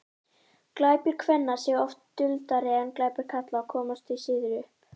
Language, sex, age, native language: Icelandic, female, 18-19, Icelandic